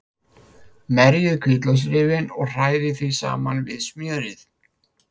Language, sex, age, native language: Icelandic, male, 50-59, Icelandic